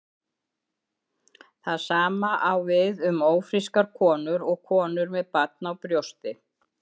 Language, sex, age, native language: Icelandic, female, 70-79, Icelandic